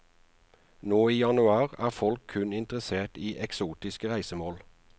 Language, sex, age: Norwegian, male, 49